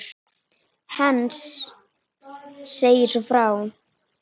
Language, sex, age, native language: Icelandic, female, 8, Icelandic